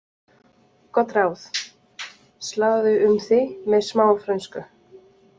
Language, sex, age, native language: Icelandic, other, 30-39, French